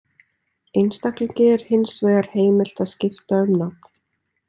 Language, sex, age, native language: Icelandic, female, 20-29, Icelandic